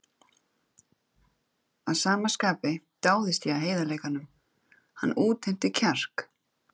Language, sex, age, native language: Icelandic, female, 30-39, Icelandic